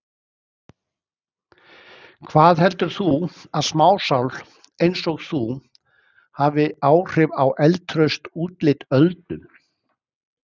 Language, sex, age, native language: Icelandic, male, 60-69, Icelandic